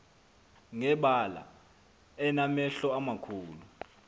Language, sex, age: Xhosa, male, 23